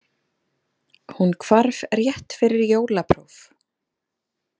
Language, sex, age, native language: Icelandic, female, 30-39, Icelandic